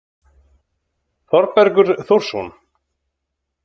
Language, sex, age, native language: Icelandic, male, 30-39, Icelandic